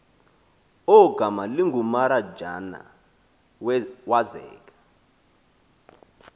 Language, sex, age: Xhosa, male, 20